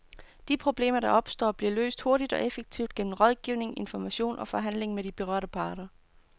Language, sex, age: Danish, female, 29